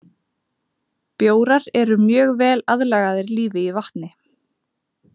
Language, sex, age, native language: Icelandic, female, 20-29, Icelandic